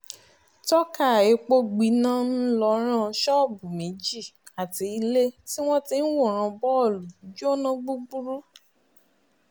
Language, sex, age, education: Yoruba, female, 30-45, tertiary